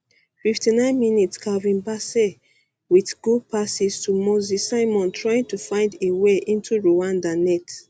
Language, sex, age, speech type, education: Nigerian Pidgin, female, 15-29, spontaneous, tertiary